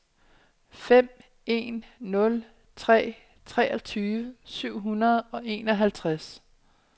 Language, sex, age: Danish, female, 27